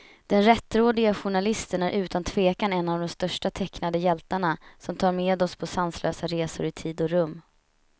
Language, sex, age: Swedish, female, 31